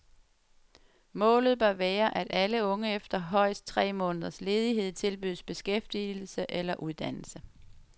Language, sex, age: Danish, female, 35